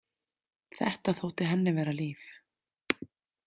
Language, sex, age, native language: Icelandic, female, 30-39, Icelandic